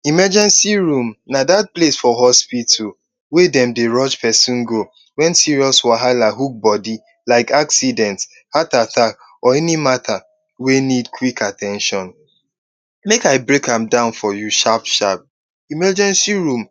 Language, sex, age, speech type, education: Nigerian Pidgin, male, 15-29, spontaneous, tertiary